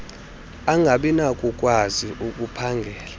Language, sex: Xhosa, male